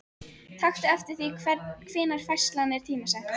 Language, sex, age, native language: Icelandic, female, 13, Icelandic